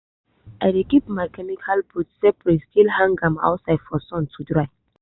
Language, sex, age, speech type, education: Nigerian Pidgin, female, 15-29, spontaneous, tertiary